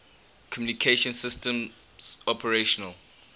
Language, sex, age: English, male, 18